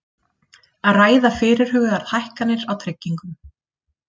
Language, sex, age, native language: Icelandic, female, 30-39, Icelandic